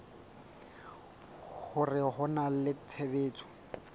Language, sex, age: Southern Sotho, male, 20